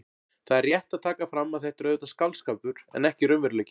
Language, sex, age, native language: Icelandic, male, 40-49, Icelandic